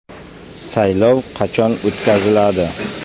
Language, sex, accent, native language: Uzbek, male, Surxondaryo, Uzbek